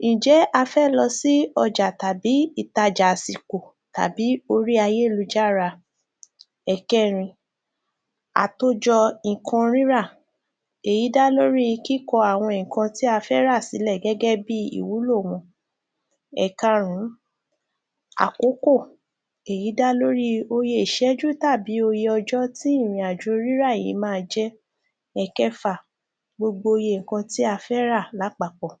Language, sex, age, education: Yoruba, female, 30-45, tertiary